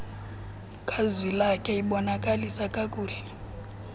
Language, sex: Xhosa, female